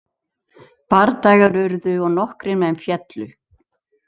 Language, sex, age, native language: Icelandic, female, 70-79, Icelandic